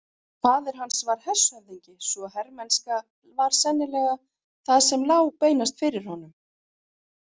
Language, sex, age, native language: Icelandic, female, 40-49, Icelandic